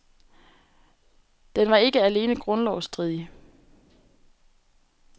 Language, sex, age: Danish, female, 18